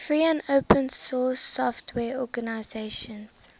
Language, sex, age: English, female, 23